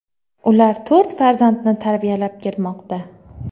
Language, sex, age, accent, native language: Uzbek, female, 25-34, Qoraqalpog'iston, Uzbek